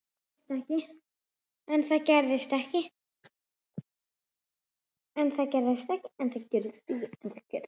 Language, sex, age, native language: Icelandic, male, 8, Icelandic